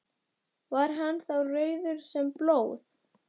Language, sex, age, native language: Icelandic, female, 12, Icelandic